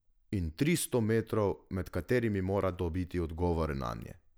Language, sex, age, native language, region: Slovenian, male, 18-29, Slovenian, Drava region